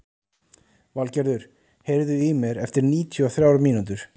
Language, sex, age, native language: Icelandic, male, 30-39, Icelandic